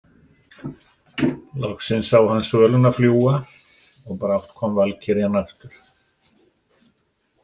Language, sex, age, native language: Icelandic, male, 60-69, Icelandic